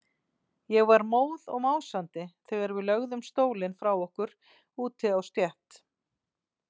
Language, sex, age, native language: Icelandic, female, 40-49, Icelandic